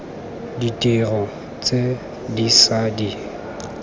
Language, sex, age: Tswana, male, 19